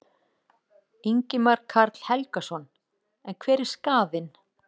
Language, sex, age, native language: Icelandic, female, 40-49, Icelandic